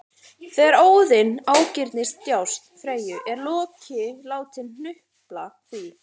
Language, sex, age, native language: Icelandic, female, 40-49, Icelandic